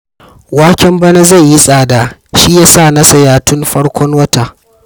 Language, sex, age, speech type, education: Hausa, male, 15-29, read, primary